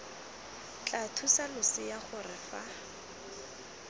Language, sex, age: Tswana, female, 19